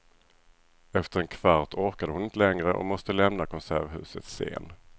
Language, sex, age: Swedish, male, 37